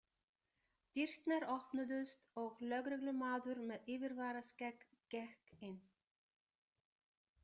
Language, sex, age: Icelandic, female, 50-59